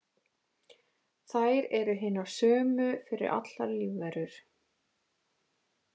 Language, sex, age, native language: Icelandic, female, 20-29, Icelandic